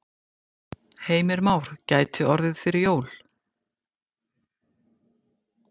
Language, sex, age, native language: Icelandic, female, 50-59, Icelandic